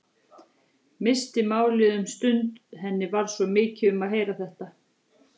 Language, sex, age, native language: Icelandic, female, 40-49, Icelandic